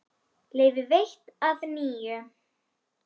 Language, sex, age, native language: Icelandic, female, 10, Icelandic